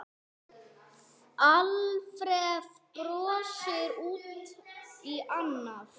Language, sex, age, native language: Icelandic, female, 6, Icelandic